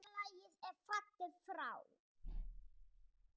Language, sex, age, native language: Icelandic, male, 6, Icelandic